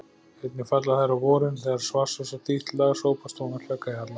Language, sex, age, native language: Icelandic, male, 40-49, Icelandic